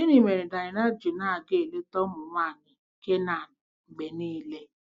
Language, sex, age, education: Igbo, female, 46-60, tertiary